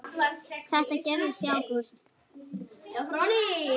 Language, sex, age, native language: Icelandic, female, 9, Icelandic